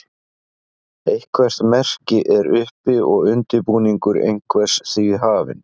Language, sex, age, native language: Icelandic, male, 50-59, Icelandic